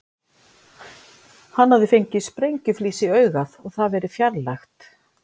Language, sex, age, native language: Icelandic, female, 50-59, Icelandic